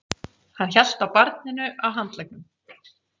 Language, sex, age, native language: Icelandic, female, 40-49, Icelandic